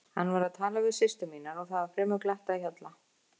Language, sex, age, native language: Icelandic, female, 50-59, Icelandic